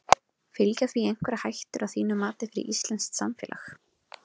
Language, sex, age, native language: Icelandic, female, 20-29, Icelandic